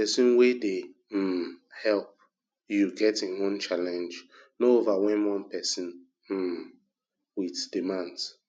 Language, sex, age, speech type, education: Nigerian Pidgin, male, 30-45, spontaneous, tertiary